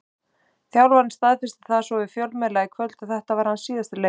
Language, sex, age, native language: Icelandic, male, 30-39, Icelandic